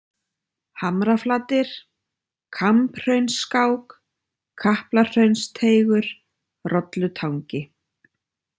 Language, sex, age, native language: Icelandic, female, 30-39, Icelandic